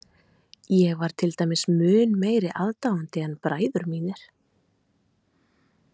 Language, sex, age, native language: Icelandic, female, 30-39, Icelandic